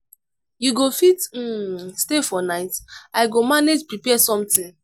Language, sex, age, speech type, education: Nigerian Pidgin, female, 15-29, spontaneous, tertiary